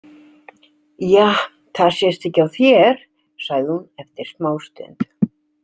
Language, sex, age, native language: Icelandic, female, 60-69, Icelandic